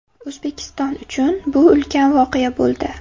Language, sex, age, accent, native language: Uzbek, female, 18-24, Farg'ona, Uzbek